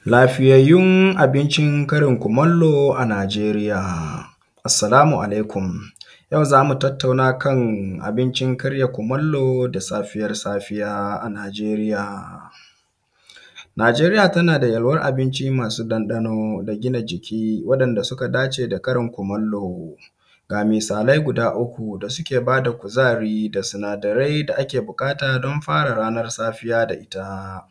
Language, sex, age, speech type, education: Hausa, male, 15-29, spontaneous, secondary